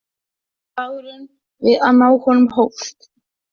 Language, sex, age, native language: Icelandic, female, 14, Icelandic